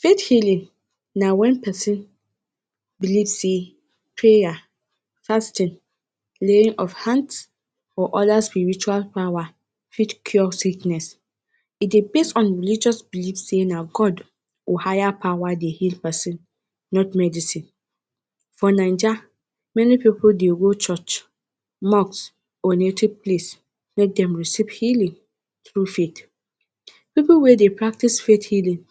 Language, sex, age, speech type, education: Nigerian Pidgin, female, 30-45, spontaneous, tertiary